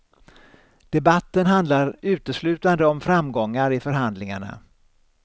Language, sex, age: Swedish, male, 63